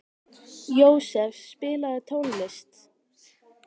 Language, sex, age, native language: Icelandic, female, 18-19, Icelandic